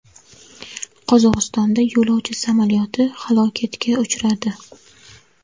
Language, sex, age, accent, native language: Uzbek, female, 18-24, Navoiy, Uzbek